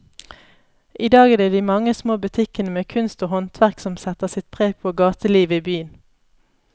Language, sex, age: Norwegian, female, 31